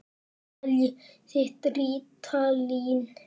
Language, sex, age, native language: Icelandic, male, 8, Icelandic